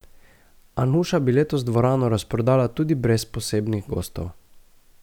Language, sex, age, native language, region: Slovenian, male, 18-29, Slovenian, Gorica region